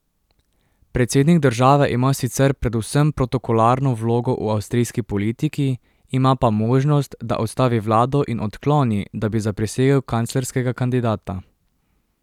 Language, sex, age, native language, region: Slovenian, male, 18-29, Slovenian, Drava region